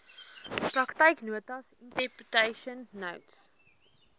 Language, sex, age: Afrikaans, female, 20